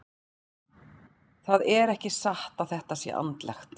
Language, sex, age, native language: Icelandic, female, 40-49, Icelandic